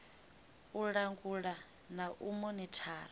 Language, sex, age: Venda, female, 18